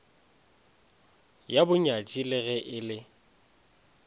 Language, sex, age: Northern Sotho, male, 20